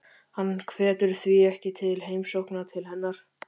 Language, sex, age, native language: Icelandic, male, 13, Icelandic